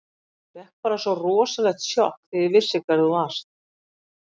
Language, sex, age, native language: Icelandic, female, 60-69, Icelandic